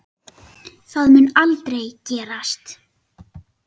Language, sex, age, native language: Icelandic, male, 9, Icelandic